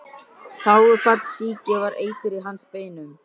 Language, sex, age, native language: Icelandic, male, 12, Icelandic